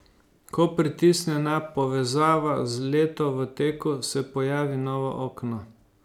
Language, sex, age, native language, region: Slovenian, male, 50-59, Slovenian, Savinja region